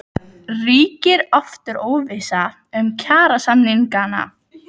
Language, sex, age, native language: Icelandic, female, 12, Icelandic